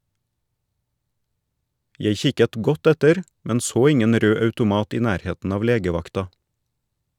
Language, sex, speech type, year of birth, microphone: Norwegian, male, read, 1979, Shure